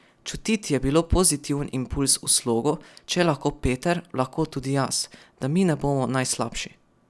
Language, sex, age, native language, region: Slovenian, male, 12-17, Slovenian, Savinja region